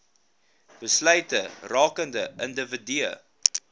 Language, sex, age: Afrikaans, male, 19